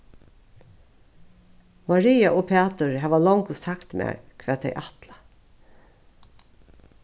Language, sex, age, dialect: Faroese, female, 36-60, Norðuroyggjar